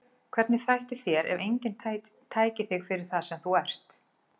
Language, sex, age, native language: Icelandic, female, 40-49, Icelandic